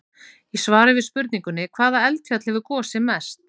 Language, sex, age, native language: Icelandic, female, 40-49, Icelandic